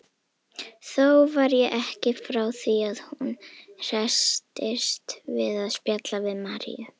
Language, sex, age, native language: Icelandic, female, 18-19, Icelandic